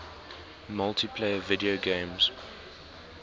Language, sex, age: English, male, 19